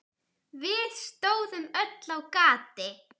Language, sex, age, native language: Icelandic, female, 10, Icelandic